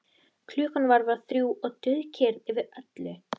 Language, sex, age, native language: Icelandic, female, 13, Icelandic